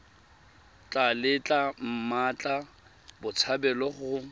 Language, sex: Tswana, male